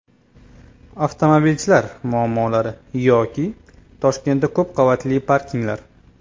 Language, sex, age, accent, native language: Uzbek, male, 25-34, Toshkent viloyati, Uzbek